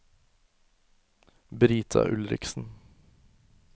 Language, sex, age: Norwegian, male, 24